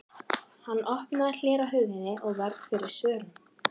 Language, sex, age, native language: Icelandic, female, 14, Icelandic